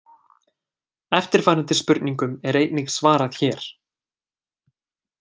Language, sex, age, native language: Icelandic, male, 20-29, Icelandic